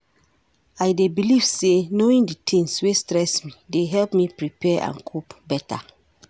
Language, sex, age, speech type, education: Nigerian Pidgin, female, 46-60, read, tertiary